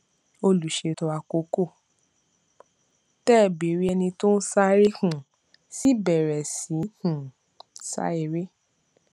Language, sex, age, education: Yoruba, female, 15-29, tertiary